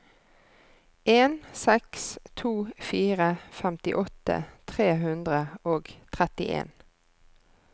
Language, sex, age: Norwegian, female, 33